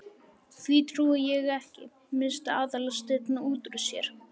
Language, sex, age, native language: Icelandic, male, 11, Icelandic